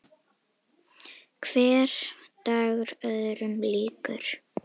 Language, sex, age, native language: Icelandic, female, 18-19, Icelandic